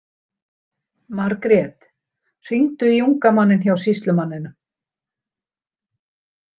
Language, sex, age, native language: Icelandic, female, 60-69, Icelandic